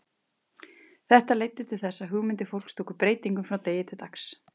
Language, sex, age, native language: Icelandic, female, 30-39, Icelandic